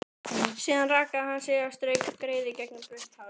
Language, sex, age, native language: Icelandic, female, 12, Icelandic